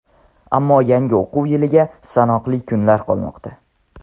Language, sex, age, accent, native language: Uzbek, male, under 19, Andijon, Tajik